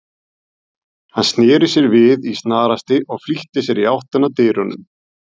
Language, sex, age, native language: Icelandic, male, 40-49, Icelandic